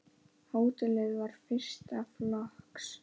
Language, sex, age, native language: Icelandic, male, 9, Icelandic